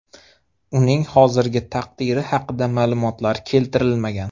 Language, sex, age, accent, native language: Uzbek, male, 25-34, Xorazm, Uzbek